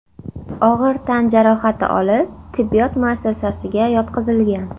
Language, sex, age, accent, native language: Uzbek, female, under 19, Farg'ona, Uzbek